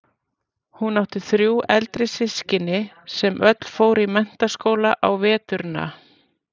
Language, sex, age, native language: Icelandic, female, 40-49, Icelandic